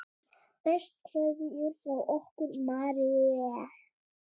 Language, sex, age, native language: Icelandic, female, 8, Icelandic